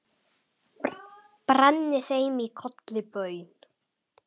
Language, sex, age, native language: Icelandic, male, 10, Icelandic